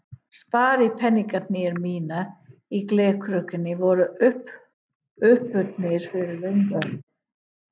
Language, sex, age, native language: Icelandic, female, 50-59, English